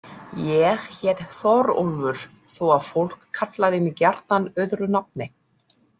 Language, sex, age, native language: Icelandic, female, 30-39, German